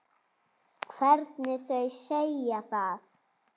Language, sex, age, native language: Icelandic, female, 7, Icelandic